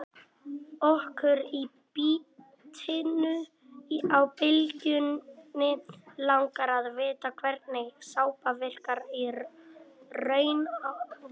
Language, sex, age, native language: Icelandic, male, 18-19, Icelandic